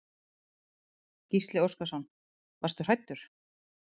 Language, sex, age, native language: Icelandic, female, 30-39, Icelandic